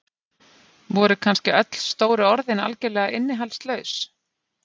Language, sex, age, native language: Icelandic, female, 50-59, Icelandic